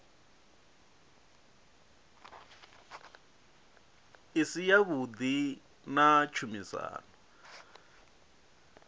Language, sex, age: Venda, male, 37